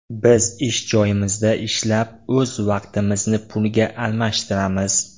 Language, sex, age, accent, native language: Uzbek, male, 18-24, Andijon, Uzbek